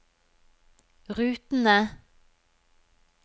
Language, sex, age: Norwegian, female, 43